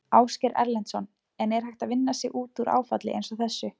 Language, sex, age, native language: Icelandic, female, 20-29, Icelandic